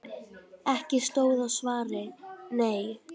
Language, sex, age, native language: Icelandic, female, 10, Icelandic